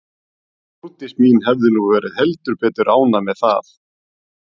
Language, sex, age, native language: Icelandic, male, 40-49, Icelandic